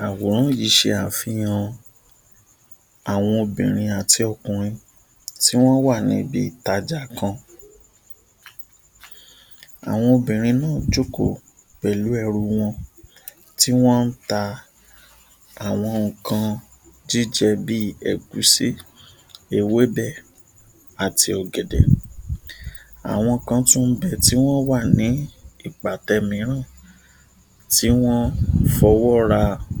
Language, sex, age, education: Yoruba, male, 60+, tertiary